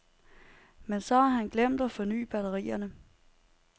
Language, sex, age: Danish, female, 30